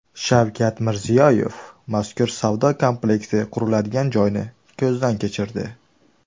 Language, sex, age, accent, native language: Uzbek, male, 19-29, Andijon, Uzbek